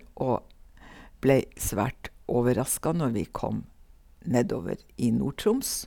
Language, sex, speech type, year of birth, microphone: Norwegian, female, spontaneous, 1956, Sennheiser